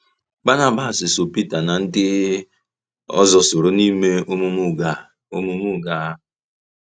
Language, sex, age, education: Igbo, male, 15-29, tertiary